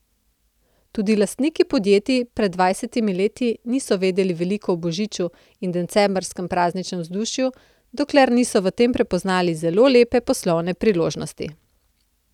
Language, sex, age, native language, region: Slovenian, female, 30-49, Slovenian, Central Slovenia